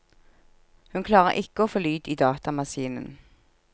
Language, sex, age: Norwegian, female, 46